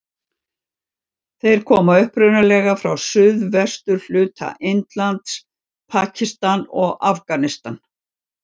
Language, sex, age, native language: Icelandic, female, 60-69, Icelandic